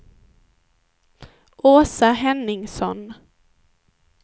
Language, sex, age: Swedish, female, 19